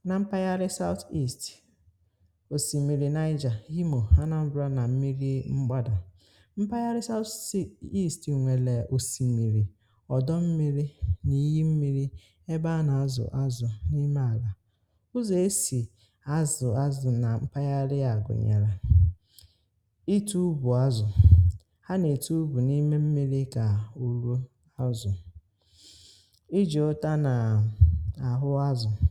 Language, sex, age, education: Igbo, female, 30-45, tertiary